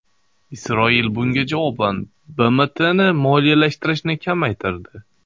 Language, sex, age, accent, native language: Uzbek, male, 25-34, Xorazm, Uzbek